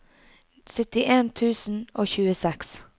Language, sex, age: Norwegian, female, 22